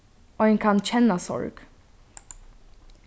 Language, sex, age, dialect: Faroese, female, 15-35, Norðurstreymoy/Eysturoy